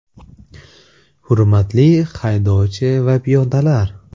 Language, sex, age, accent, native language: Uzbek, male, 18-24, Namangan, Uzbek